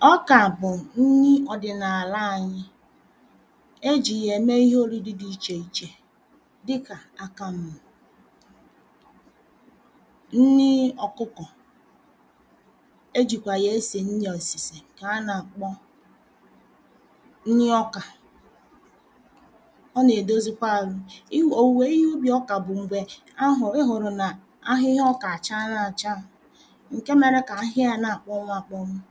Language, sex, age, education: Igbo, female, 30-45, primary